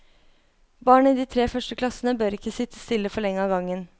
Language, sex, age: Norwegian, female, 23